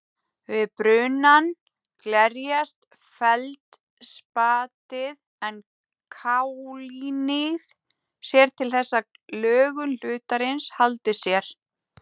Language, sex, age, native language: Icelandic, female, 30-39, Icelandic